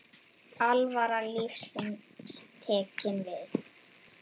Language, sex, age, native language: Icelandic, female, 10, Icelandic